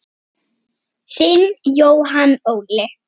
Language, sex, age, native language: Icelandic, female, 8, Icelandic